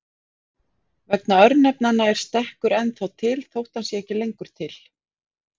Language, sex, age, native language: Icelandic, female, 40-49, Icelandic